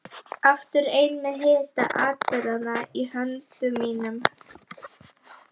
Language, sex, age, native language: Icelandic, female, 11, Icelandic